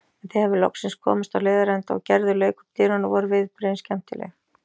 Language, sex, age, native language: Icelandic, female, 40-49, Icelandic